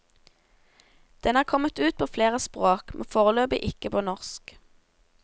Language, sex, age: Norwegian, female, 17